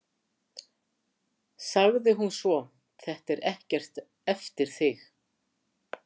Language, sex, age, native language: Icelandic, female, 60-69, Icelandic